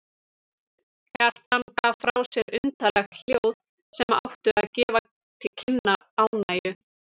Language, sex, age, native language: Icelandic, female, 30-39, Icelandic